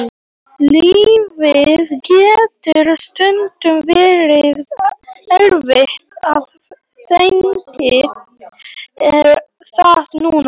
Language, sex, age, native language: Icelandic, male, 18-19, Polish